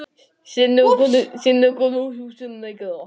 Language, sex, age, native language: Icelandic, other, 11, Japanese